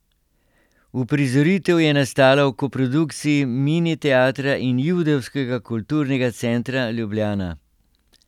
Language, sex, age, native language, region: Slovenian, male, 60+, Slovenian, Central Slovenia